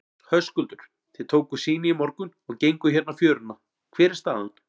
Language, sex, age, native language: Icelandic, male, 40-49, Icelandic